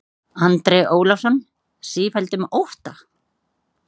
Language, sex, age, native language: Icelandic, female, 30-39, Icelandic